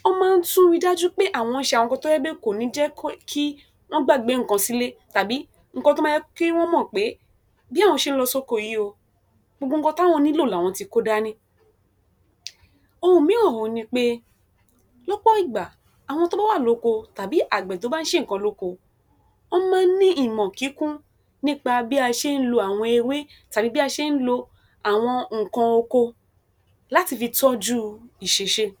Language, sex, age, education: Yoruba, female, 46-60, tertiary